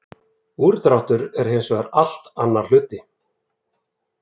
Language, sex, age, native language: Icelandic, male, 30-39, Icelandic